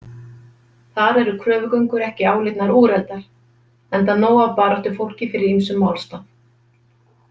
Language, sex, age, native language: Icelandic, female, 50-59, Icelandic